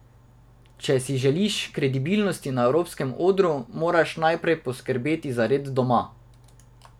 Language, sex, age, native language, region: Slovenian, male, 18-29, Slovenian, Drava region